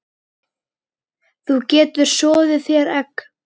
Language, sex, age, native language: Icelandic, female, 9, Icelandic